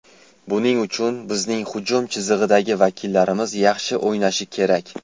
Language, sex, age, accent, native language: Uzbek, male, 19-29, Toshkent shahri, Uzbek